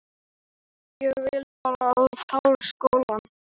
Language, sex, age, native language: Icelandic, male, 12, Icelandic